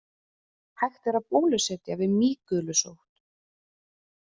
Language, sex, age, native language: Icelandic, female, 30-39, Icelandic